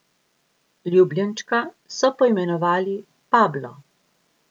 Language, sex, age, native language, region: Slovenian, female, 50-59, Slovenian, Gorica region